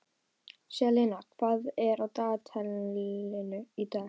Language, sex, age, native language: Icelandic, female, 12, Icelandic